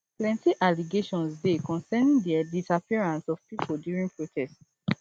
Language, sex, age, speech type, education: Nigerian Pidgin, female, 15-29, spontaneous, tertiary